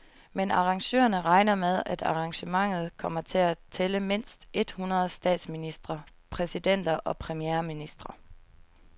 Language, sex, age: Danish, female, 22